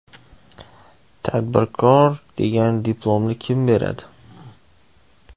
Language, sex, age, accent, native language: Uzbek, male, 25-34, Toshkent shahri, Uzbek